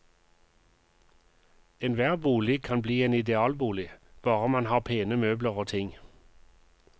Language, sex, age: Norwegian, male, 51